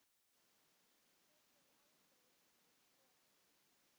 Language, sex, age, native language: Icelandic, male, 10, Icelandic